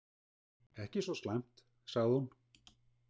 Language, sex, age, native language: Icelandic, male, 60-69, Icelandic